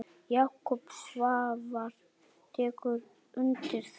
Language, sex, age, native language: Icelandic, male, 8, Icelandic